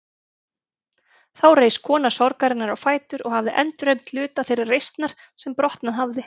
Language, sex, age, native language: Icelandic, female, 30-39, Icelandic